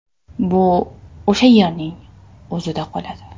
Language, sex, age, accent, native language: Uzbek, male, 18-24, Toshkent shahri, Uzbek